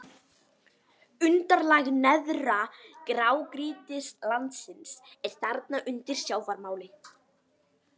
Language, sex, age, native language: Icelandic, female, 11, Icelandic